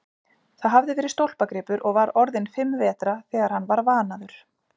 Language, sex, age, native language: Icelandic, female, 40-49, Icelandic